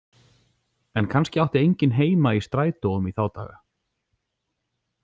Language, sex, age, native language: Icelandic, male, 40-49, Icelandic